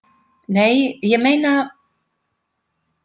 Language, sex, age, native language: Icelandic, female, 50-59, Icelandic